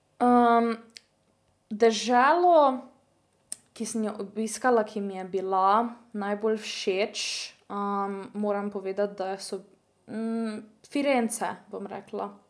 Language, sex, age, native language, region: Slovenian, female, 18-29, Slovenian, Drava region